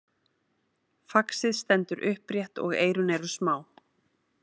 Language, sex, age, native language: Icelandic, female, 30-39, Icelandic